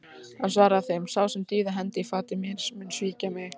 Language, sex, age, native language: Icelandic, female, 18-19, Icelandic